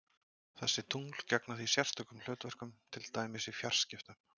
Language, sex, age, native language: Icelandic, male, 30-39, Icelandic